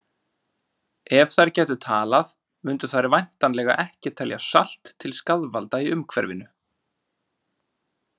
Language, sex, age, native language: Icelandic, male, 30-39, Icelandic